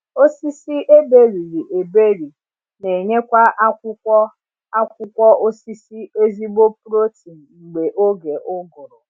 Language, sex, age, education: Igbo, female, 30-45, tertiary